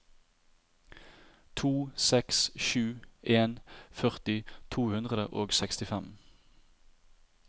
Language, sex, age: Norwegian, male, 30